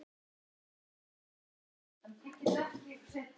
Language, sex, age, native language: Icelandic, male, 9, Icelandic